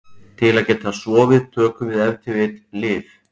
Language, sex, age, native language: Icelandic, male, 40-49, Icelandic